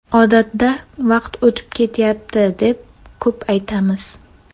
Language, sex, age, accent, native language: Uzbek, female, 12-17, Namangan, Uzbek